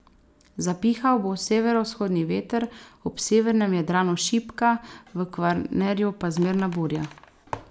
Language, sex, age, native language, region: Slovenian, female, 18-29, Slovenian, Savinja region